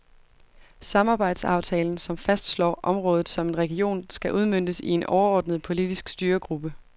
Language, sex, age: Danish, female, 22